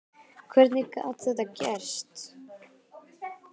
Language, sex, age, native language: Icelandic, male, 10, Icelandic